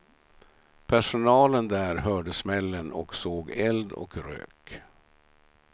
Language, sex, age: Swedish, male, 67